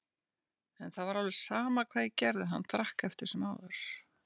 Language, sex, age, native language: Icelandic, female, 60-69, Icelandic